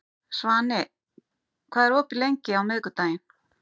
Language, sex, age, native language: Icelandic, female, 50-59, Icelandic